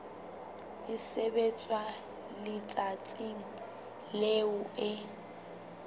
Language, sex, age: Southern Sotho, female, 23